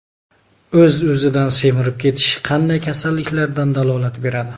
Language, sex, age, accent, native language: Uzbek, male, 19-29, Namangan, Uzbek